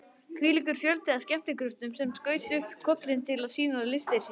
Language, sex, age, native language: Icelandic, male, 18-19, Icelandic